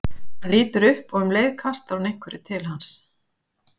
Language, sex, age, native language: Icelandic, female, 50-59, Icelandic